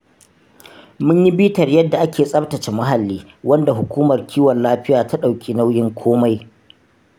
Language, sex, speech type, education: Hausa, male, spontaneous, tertiary